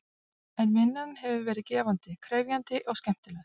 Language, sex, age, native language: Icelandic, female, 40-49, Icelandic